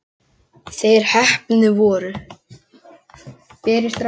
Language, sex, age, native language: Icelandic, male, 10, Icelandic